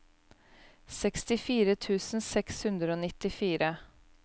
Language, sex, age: Norwegian, female, 29